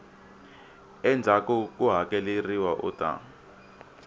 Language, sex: Tsonga, male